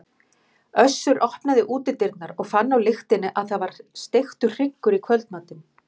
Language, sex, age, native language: Icelandic, female, 50-59, Icelandic